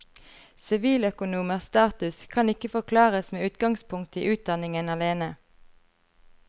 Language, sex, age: Norwegian, female, 33